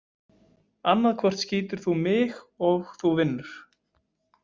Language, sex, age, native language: Icelandic, male, 20-29, Icelandic